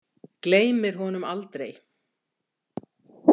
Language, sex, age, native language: Icelandic, female, 60-69, Icelandic